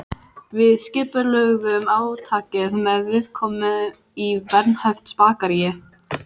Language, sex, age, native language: Icelandic, female, 14, Icelandic